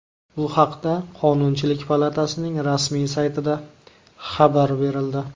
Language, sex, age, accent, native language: Uzbek, male, 19-29, Namangan, Uzbek